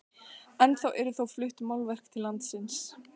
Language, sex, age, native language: Icelandic, female, 14, Icelandic